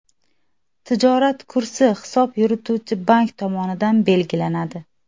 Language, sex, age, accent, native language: Uzbek, female, 19-29, Xorazm, Uzbek